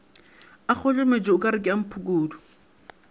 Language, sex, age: Northern Sotho, male, 22